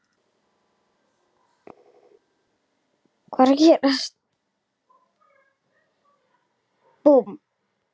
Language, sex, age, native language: Icelandic, female, 9, Icelandic